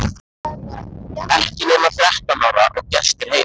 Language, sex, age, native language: Icelandic, male, 14, Icelandic